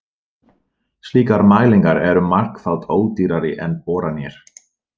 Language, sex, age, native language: Icelandic, male, 40-49, Dutch